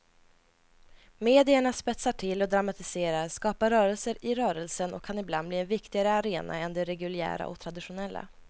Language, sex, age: Swedish, female, 20